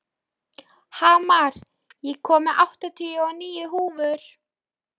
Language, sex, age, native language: Icelandic, female, 13, Polish